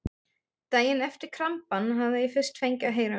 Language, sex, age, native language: Icelandic, female, 30-39, German